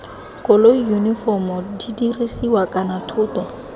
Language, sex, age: Tswana, female, 20